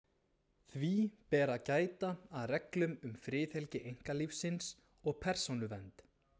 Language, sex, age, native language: Icelandic, male, 20-29, Icelandic